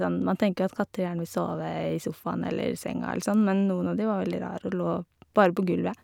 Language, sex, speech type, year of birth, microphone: Norwegian, female, spontaneous, 1988, Shure